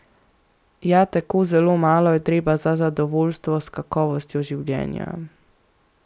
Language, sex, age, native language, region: Slovenian, female, 18-29, Slovenian, Central Slovenia